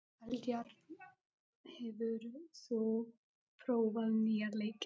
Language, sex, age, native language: Icelandic, male, 13, Polish